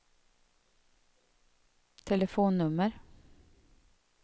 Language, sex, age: Swedish, female, 32